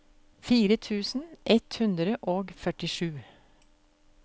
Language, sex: Norwegian, female